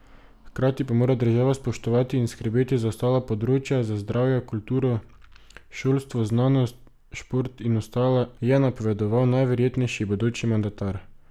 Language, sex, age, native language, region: Slovenian, male, 18-29, Slovenian, Drava region